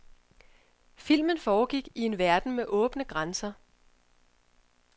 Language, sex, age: Danish, female, 31